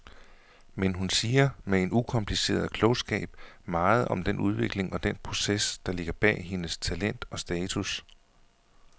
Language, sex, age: Danish, male, 41